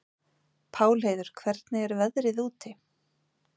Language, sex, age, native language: Icelandic, female, 40-49, Icelandic